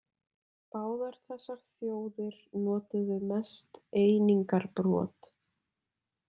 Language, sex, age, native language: Icelandic, female, 20-29, Icelandic